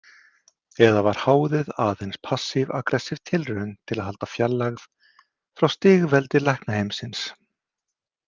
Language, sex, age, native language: Icelandic, male, 50-59, Icelandic